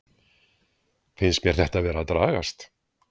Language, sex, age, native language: Icelandic, male, 60-69, Icelandic